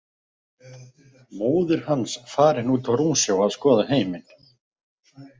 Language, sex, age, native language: Icelandic, male, 50-59, Icelandic